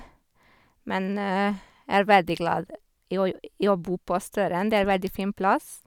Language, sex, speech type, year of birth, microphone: Norwegian, female, spontaneous, 1991, Sennheiser